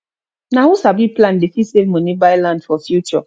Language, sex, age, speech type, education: Nigerian Pidgin, female, 15-29, spontaneous, tertiary